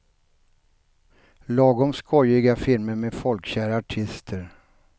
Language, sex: Swedish, male